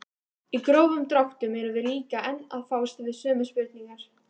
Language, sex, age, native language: Icelandic, female, 18-19, Icelandic